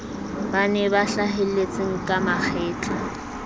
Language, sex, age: Southern Sotho, female, 22